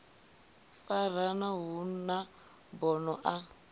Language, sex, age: Venda, female, 25